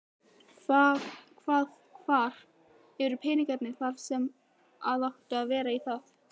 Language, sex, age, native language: Icelandic, female, 18-19, Icelandic